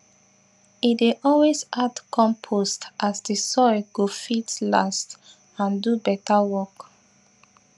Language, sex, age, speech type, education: Nigerian Pidgin, female, 30-45, spontaneous, tertiary